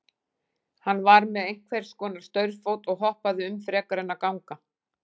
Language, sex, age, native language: Icelandic, female, 40-49, Icelandic